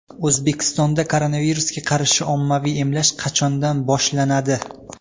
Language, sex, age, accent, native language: Uzbek, male, 19-29, Toshkent viloyati, Uzbek